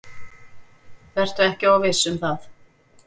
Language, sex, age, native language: Icelandic, female, 40-49, Icelandic